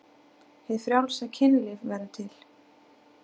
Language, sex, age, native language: Icelandic, female, 8, Icelandic